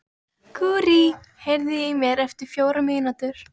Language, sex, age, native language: Icelandic, female, 13, Icelandic